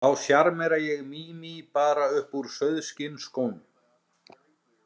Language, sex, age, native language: Icelandic, male, 30-39, Icelandic